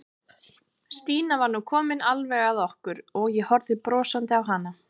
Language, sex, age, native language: Icelandic, female, 30-39, Icelandic